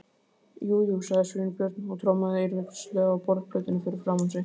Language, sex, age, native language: Icelandic, male, 18-19, Icelandic